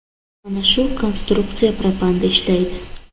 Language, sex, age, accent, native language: Uzbek, female, under 19, Toshkent shahri, Uzbek